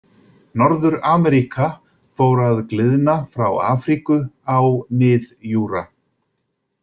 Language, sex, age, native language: Icelandic, male, 50-59, Icelandic